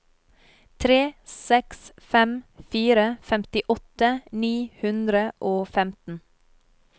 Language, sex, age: Norwegian, female, 30